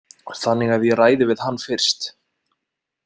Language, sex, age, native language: Icelandic, male, 20-29, Icelandic